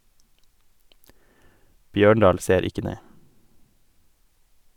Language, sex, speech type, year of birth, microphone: Norwegian, male, read, 1988, Sennheiser